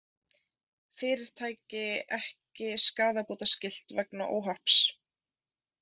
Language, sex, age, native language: Icelandic, female, 20-29, Icelandic